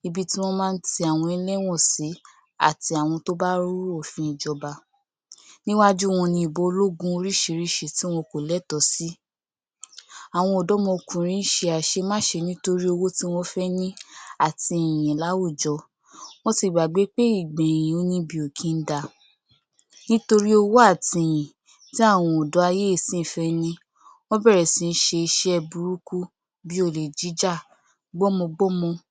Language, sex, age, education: Yoruba, female, 46-60, tertiary